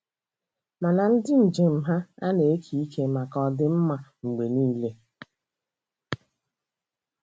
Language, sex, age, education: Igbo, female, 30-45, tertiary